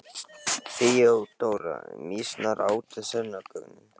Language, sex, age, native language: Icelandic, male, 18-19, Icelandic